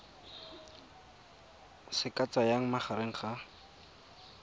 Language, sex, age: Tswana, male, 22